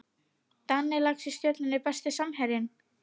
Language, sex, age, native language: Icelandic, female, 30-39, Icelandic